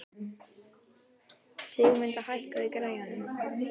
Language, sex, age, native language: Icelandic, female, 12, Icelandic